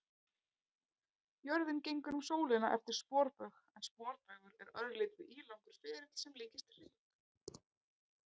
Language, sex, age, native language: Icelandic, female, 30-39, Icelandic